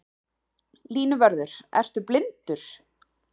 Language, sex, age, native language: Icelandic, female, 30-39, Icelandic